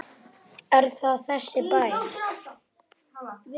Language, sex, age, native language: Icelandic, male, 9, Icelandic